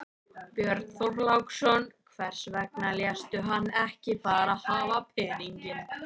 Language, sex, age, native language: Icelandic, female, 13, Icelandic